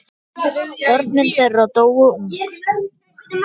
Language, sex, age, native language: Icelandic, male, 10, Icelandic